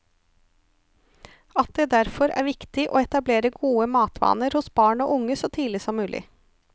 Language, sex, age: Norwegian, female, 34